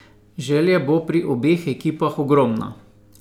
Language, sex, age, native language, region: Slovenian, male, 50-59, Slovenian, Savinja region